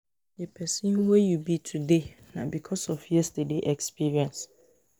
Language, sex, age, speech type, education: Nigerian Pidgin, female, 15-29, spontaneous, tertiary